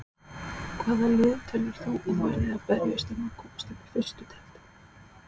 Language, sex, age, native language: Icelandic, female, 30-39, Icelandic